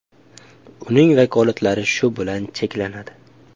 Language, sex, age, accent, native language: Uzbek, male, 18-24, Namangan, Uzbek